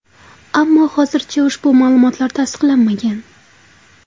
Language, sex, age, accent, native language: Uzbek, female, 18-24, Toshkent viloyati, Uzbek